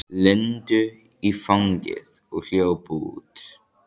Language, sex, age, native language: Icelandic, male, 14, Icelandic